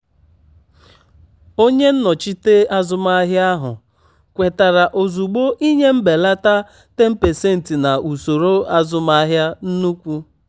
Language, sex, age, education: Igbo, male, 30-45, tertiary